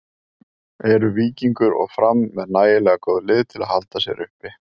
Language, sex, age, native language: Icelandic, male, 30-39, Icelandic